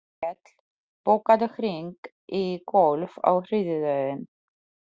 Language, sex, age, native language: Icelandic, female, 40-49, Polish